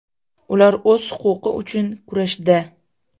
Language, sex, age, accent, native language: Uzbek, female, 18-24, Farg'ona, Uzbek